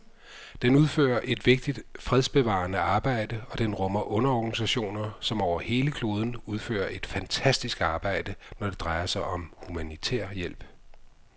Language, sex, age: Danish, male, 55